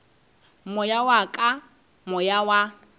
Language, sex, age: Northern Sotho, female, 26